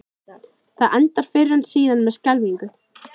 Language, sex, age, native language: Icelandic, female, 13, Icelandic